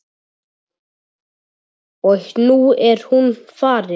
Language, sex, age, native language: Icelandic, male, 7, Icelandic